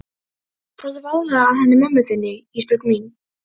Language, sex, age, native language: Icelandic, female, 12, Icelandic